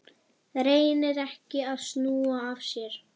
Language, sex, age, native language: Icelandic, female, 11, Icelandic